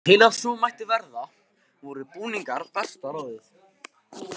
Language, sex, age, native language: Icelandic, male, 18-19, Icelandic